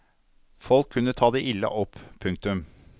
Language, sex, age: Norwegian, male, 52